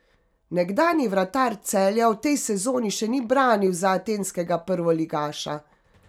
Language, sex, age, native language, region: Slovenian, female, 50-59, Slovenian, Carinthia region